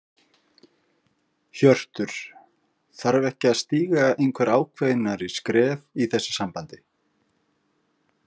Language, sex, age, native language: Icelandic, male, 50-59, Icelandic